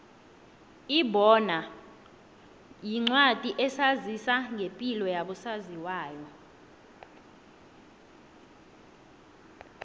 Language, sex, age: South Ndebele, female, 20